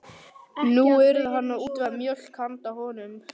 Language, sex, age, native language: Icelandic, male, 11, Icelandic